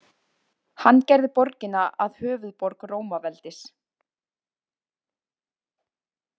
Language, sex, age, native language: Icelandic, female, 20-29, Icelandic